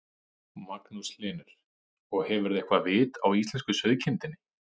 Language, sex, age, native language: Icelandic, male, 30-39, Icelandic